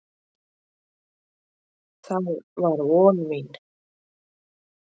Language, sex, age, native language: Icelandic, female, 60-69, Icelandic